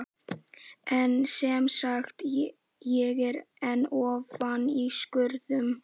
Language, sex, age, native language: Icelandic, male, 11, Icelandic